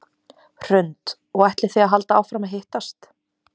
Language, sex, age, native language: Icelandic, female, 20-29, Icelandic